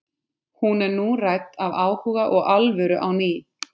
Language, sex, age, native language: Icelandic, female, 50-59, Icelandic